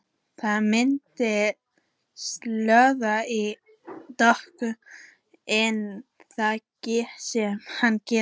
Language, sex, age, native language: Icelandic, female, 14, Icelandic